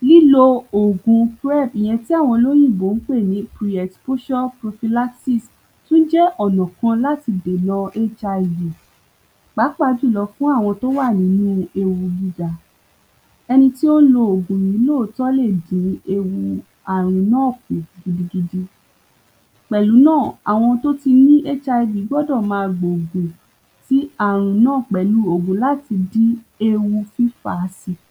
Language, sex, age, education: Yoruba, female, 15-29, tertiary